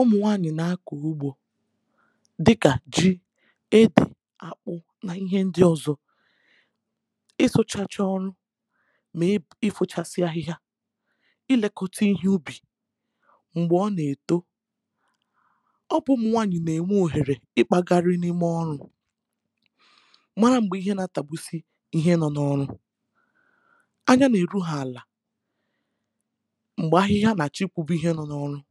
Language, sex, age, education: Igbo, female, 15-29, tertiary